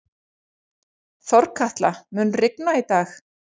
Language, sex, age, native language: Icelandic, female, 40-49, Icelandic